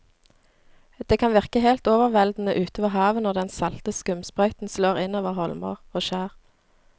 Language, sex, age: Norwegian, female, 26